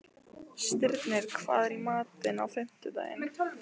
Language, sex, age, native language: Icelandic, female, 15, Lithuanian